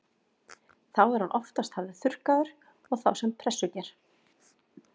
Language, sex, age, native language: Icelandic, female, 40-49, Icelandic